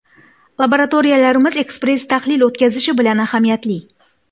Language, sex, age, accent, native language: Uzbek, female, 18-24, Xorazm, Uzbek